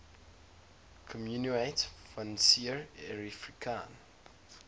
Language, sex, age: English, male, 22